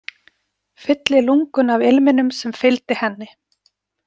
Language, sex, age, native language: Icelandic, female, 40-49, Icelandic